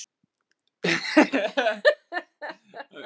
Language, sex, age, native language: Icelandic, female, 20-29, Icelandic